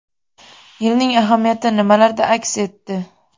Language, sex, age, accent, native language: Uzbek, female, 18-24, Farg'ona, Uzbek